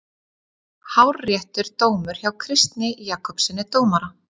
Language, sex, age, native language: Icelandic, female, 30-39, Icelandic